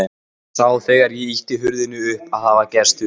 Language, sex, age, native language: Icelandic, male, 14, Icelandic